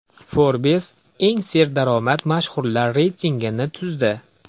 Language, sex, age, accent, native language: Uzbek, male, 25-34, Andijon, Uzbek